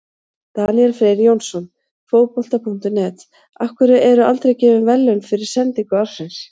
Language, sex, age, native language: Icelandic, female, 40-49, Icelandic